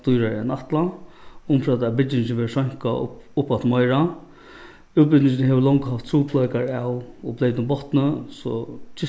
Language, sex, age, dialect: Faroese, male, 36-60, Norðuroyggjar